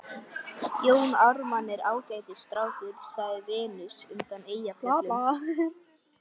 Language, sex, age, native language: Icelandic, male, 11, Icelandic